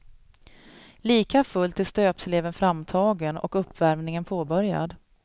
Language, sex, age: Swedish, female, 37